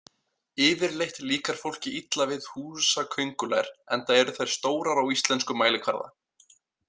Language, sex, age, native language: Icelandic, male, 18-19, Icelandic